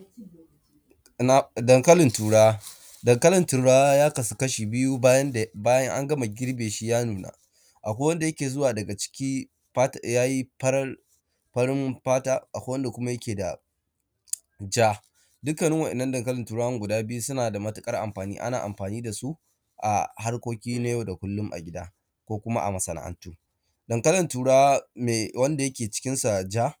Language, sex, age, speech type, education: Hausa, male, 15-29, spontaneous, primary